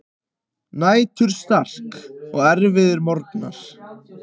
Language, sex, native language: Icelandic, other, Icelandic